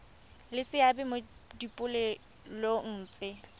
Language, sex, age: Tswana, female, 23